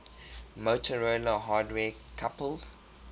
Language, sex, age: English, male, 23